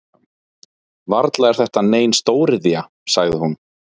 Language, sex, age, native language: Icelandic, male, 20-29, Icelandic